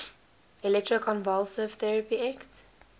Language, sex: English, female